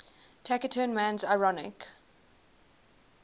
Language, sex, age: English, female, 19